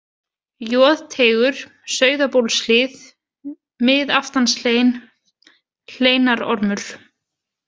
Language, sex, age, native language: Icelandic, female, 20-29, Icelandic